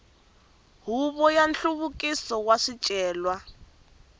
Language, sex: Tsonga, female